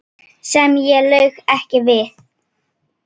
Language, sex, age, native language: Icelandic, female, 9, Icelandic